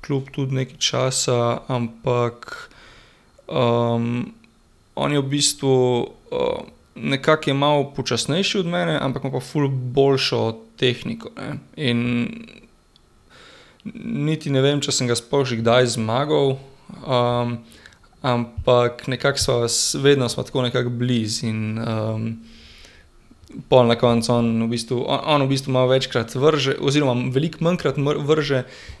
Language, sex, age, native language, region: Slovenian, male, 18-29, Slovenian, Gorenjska region